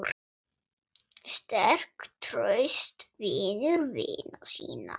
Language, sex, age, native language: Icelandic, female, 7, Swedish